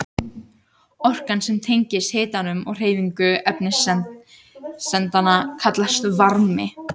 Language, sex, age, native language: Icelandic, other, 18-19, Icelandic